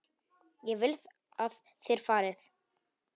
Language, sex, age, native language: Icelandic, male, 10, Polish